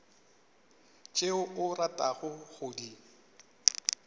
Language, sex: Northern Sotho, male